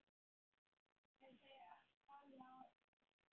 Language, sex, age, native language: Icelandic, male, 9, Icelandic